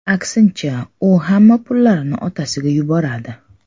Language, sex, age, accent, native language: Uzbek, female, 35+, Samarqand, Uzbek